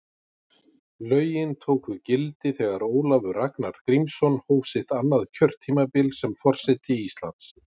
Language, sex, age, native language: Icelandic, male, 40-49, Icelandic